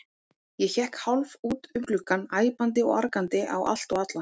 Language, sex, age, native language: Icelandic, female, 18-19, Icelandic